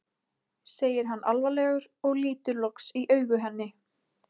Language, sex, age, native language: Icelandic, female, 20-29, Icelandic